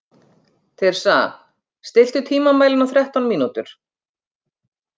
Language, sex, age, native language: Icelandic, female, 50-59, Icelandic